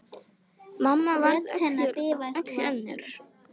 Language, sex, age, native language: Icelandic, female, 10, Icelandic